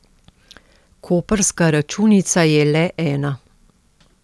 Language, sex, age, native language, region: Slovenian, female, 50-59, Slovenian, Central Slovenia